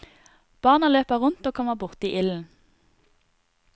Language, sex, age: Norwegian, female, 30